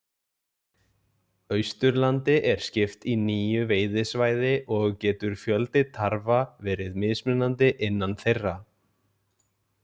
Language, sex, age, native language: Icelandic, male, 20-29, Icelandic